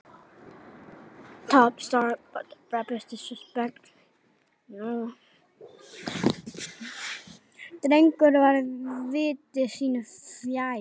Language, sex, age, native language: Icelandic, male, 9, Icelandic